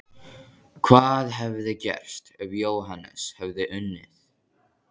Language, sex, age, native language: Icelandic, male, 14, Icelandic